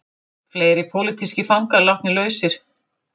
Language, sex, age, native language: Icelandic, female, 50-59, Icelandic